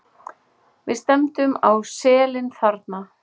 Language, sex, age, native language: Icelandic, female, 40-49, Icelandic